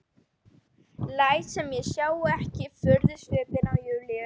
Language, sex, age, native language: Icelandic, female, 12, Icelandic